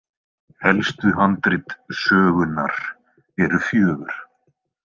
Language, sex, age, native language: Icelandic, male, 20-29, Icelandic